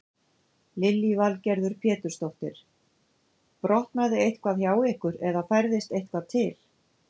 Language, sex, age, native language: Icelandic, female, 50-59, Icelandic